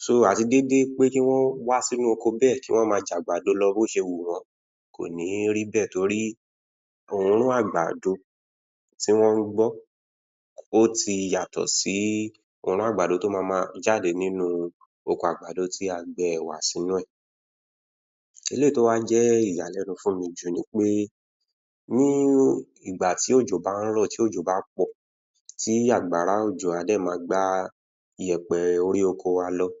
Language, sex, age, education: Yoruba, male, 15-29, tertiary